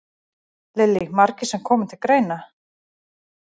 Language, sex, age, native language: Icelandic, female, 40-49, Icelandic